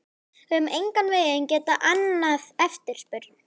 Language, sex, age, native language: Icelandic, male, 11, Icelandic